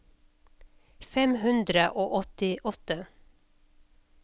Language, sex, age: Norwegian, female, 56